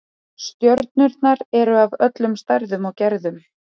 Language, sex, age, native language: Icelandic, female, 30-39, Icelandic